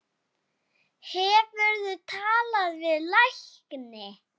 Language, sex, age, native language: Icelandic, female, 7, Icelandic